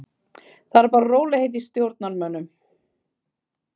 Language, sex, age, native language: Icelandic, female, 50-59, Icelandic